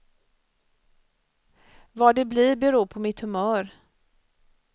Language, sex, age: Swedish, female, 54